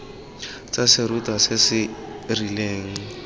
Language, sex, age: Tswana, male, 19